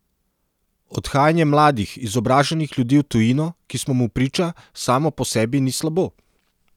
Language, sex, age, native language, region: Slovenian, male, 30-49, Serbian, Central Slovenia